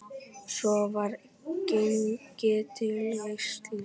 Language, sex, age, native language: Icelandic, male, 9, Icelandic